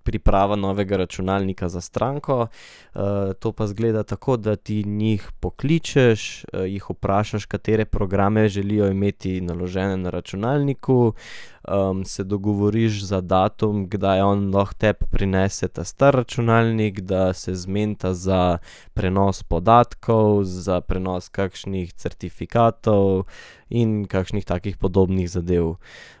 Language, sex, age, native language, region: Slovenian, male, 18-29, Slovenian, Central Slovenia